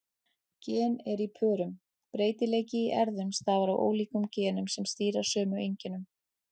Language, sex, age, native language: Icelandic, female, 40-49, Icelandic